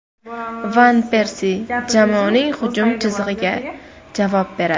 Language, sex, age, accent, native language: Uzbek, female, under 19, Toshkent viloyati, Uzbek